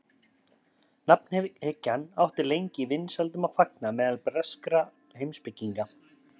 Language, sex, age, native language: Icelandic, male, 30-39, Icelandic